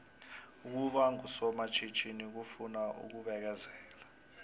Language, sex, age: South Ndebele, male, 23